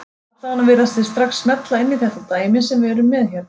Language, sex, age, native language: Icelandic, female, 30-39, Icelandic